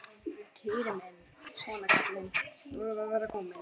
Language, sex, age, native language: Icelandic, male, 11, Icelandic